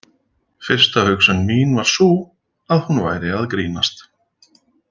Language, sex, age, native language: Icelandic, male, 40-49, Icelandic